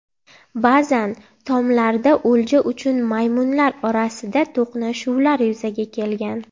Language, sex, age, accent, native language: Uzbek, female, 18-24, Andijon, Uzbek